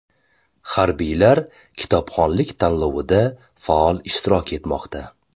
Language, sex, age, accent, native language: Uzbek, male, 25-34, Toshkent shahri, Uzbek